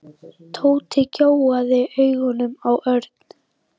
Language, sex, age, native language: Icelandic, female, 9, Icelandic